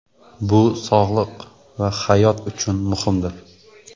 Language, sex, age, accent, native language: Uzbek, male, 18-24, Qoraqalpog'iston, Uzbek